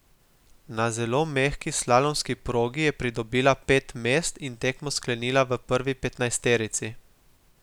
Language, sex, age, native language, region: Slovenian, male, 18-29, Slovenian, Gorica region